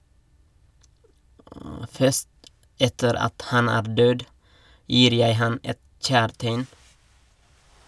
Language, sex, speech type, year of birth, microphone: Norwegian, male, read, 1989, Shure